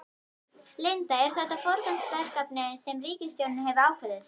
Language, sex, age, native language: Icelandic, female, 11, Icelandic